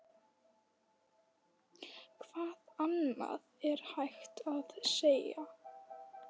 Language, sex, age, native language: Icelandic, female, 13, Icelandic